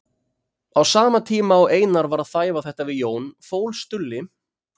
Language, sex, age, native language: Icelandic, male, 30-39, Icelandic